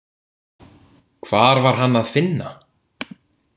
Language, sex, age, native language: Icelandic, male, 18-19, Icelandic